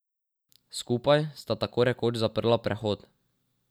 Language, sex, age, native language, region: Slovenian, male, 12-17, Slovenian, Drava region